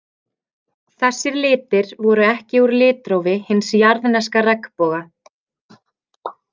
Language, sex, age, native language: Icelandic, female, 30-39, Icelandic